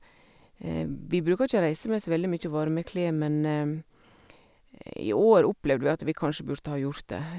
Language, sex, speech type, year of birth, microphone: Norwegian, female, spontaneous, 1972, Sennheiser